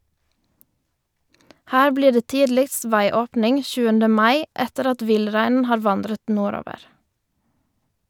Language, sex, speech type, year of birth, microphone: Norwegian, female, read, 1990, Shure